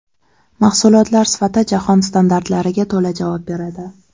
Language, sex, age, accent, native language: Uzbek, female, 18-24, Andijon, Uzbek